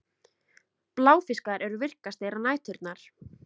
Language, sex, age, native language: Icelandic, female, 20-29, Icelandic